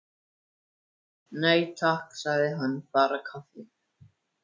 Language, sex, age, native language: Icelandic, male, 14, Icelandic